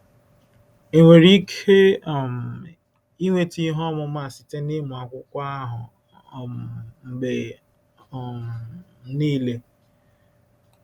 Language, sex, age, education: Igbo, male, 15-29, tertiary